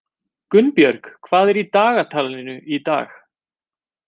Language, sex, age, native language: Icelandic, male, 20-29, Icelandic